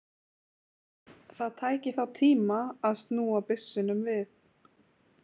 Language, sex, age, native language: Icelandic, female, 20-29, Icelandic